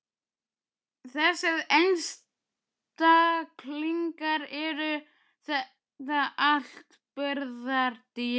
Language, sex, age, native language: Icelandic, male, 12, Icelandic